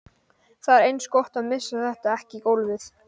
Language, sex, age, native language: Icelandic, male, 12, Icelandic